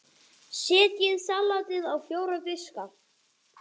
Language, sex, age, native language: Icelandic, male, 9, Icelandic